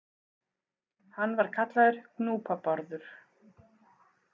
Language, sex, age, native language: Icelandic, female, 40-49, Icelandic